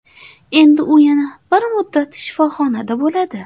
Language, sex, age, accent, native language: Uzbek, female, 19-29, Namangan, Uzbek